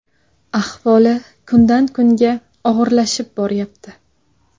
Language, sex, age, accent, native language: Uzbek, female, 19-29, Sirdaryo, Uzbek